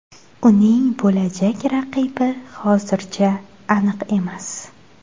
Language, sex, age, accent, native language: Uzbek, female, 18-24, Xorazm, Uzbek